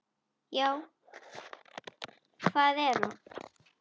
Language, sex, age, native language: Icelandic, female, 10, Icelandic